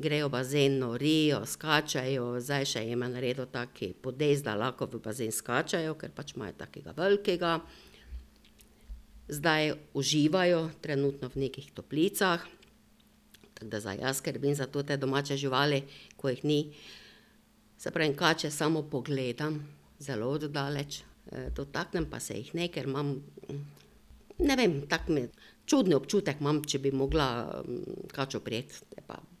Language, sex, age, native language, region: Slovenian, female, 60+, Slovenian, Drava region